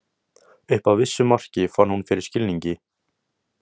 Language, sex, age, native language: Icelandic, male, 18-19, Icelandic